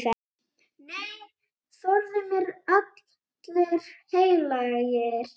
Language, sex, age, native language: Icelandic, female, 18-19, Icelandic